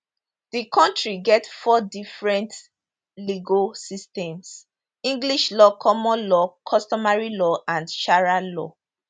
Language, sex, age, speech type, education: Nigerian Pidgin, female, 30-45, spontaneous, tertiary